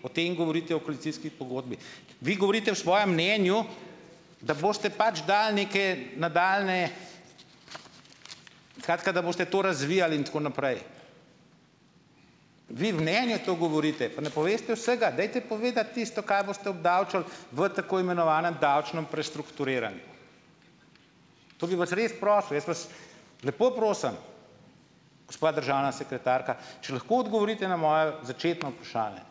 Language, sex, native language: Slovenian, male, Slovenian